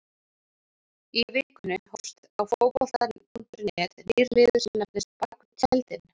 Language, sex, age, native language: Icelandic, male, 40-49, Icelandic